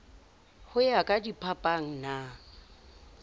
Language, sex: Southern Sotho, female